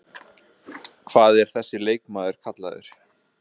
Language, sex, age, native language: Icelandic, male, 20-29, Icelandic